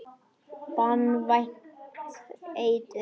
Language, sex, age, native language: Icelandic, male, 10, Icelandic